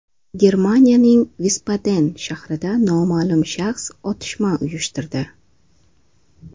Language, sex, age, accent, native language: Uzbek, female, 25-34, Toshkent shahri, Uzbek